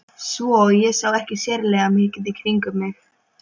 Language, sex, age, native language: Icelandic, female, 12, Polish